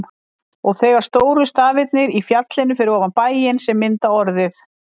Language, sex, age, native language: Icelandic, female, 50-59, Icelandic